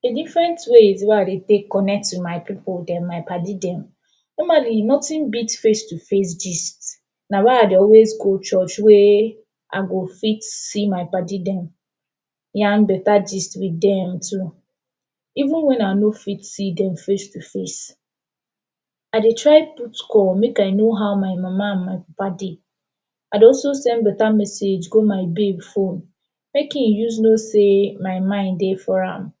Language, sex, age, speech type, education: Nigerian Pidgin, female, 15-29, spontaneous, tertiary